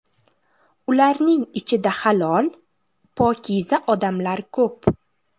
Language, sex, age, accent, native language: Uzbek, female, 18-24, Buxoro, Uzbek